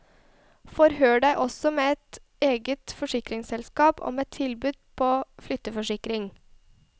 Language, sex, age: Norwegian, female, 21